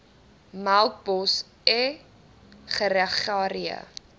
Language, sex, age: Afrikaans, female, 20